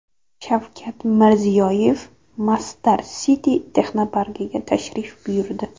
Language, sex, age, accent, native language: Uzbek, female, 18-24, Jizzax, Uzbek